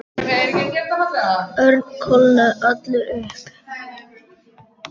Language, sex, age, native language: Icelandic, male, 10, Icelandic